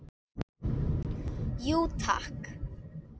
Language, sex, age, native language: Icelandic, female, 7, Icelandic